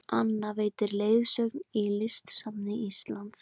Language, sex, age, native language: Icelandic, female, 20-29, Icelandic